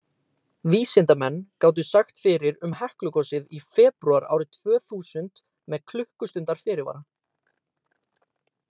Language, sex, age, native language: Icelandic, male, 18-19, Icelandic